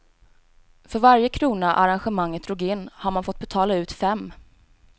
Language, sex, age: Swedish, female, 18